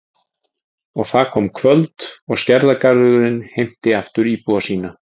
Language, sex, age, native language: Icelandic, male, 40-49, Icelandic